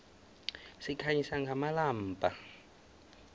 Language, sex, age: South Ndebele, male, 24